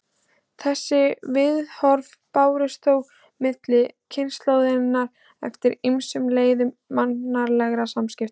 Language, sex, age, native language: Icelandic, female, 16, Icelandic